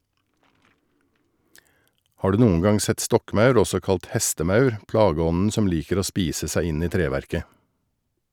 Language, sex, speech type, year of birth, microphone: Norwegian, male, read, 1961, Shure